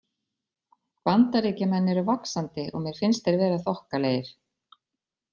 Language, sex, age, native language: Icelandic, female, 40-49, Icelandic